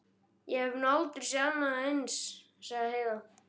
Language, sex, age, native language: Icelandic, other, 12, Icelandic